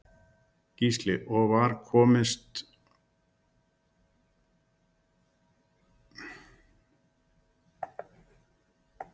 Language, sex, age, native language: Icelandic, male, 60-69, Icelandic